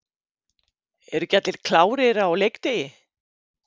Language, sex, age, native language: Icelandic, female, 50-59, Icelandic